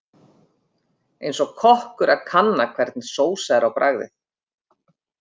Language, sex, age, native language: Icelandic, female, 50-59, Icelandic